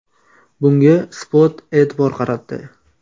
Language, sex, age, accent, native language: Uzbek, male, 18-24, Toshkent viloyati, Uzbek